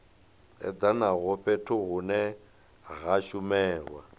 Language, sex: Venda, male